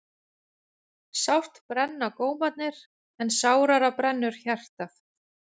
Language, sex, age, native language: Icelandic, female, 40-49, Icelandic